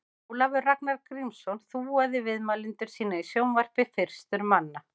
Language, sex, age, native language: Icelandic, female, 50-59, Icelandic